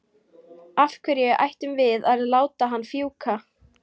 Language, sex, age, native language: Icelandic, female, 18-19, Icelandic